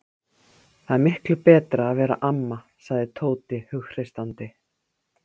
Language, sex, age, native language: Icelandic, female, 50-59, Icelandic